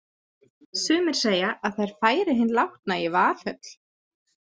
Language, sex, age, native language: Icelandic, female, 30-39, Icelandic